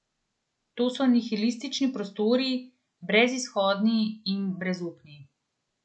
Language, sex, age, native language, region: Slovenian, female, 30-49, Slovenian, Central Slovenia